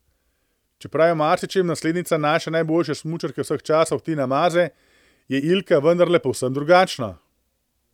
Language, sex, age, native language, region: Slovenian, male, 30-49, Slovenian, Central Slovenia